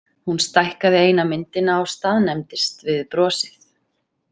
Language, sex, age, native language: Icelandic, female, 30-39, Icelandic